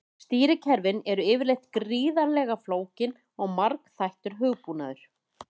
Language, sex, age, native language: Icelandic, female, 30-39, Icelandic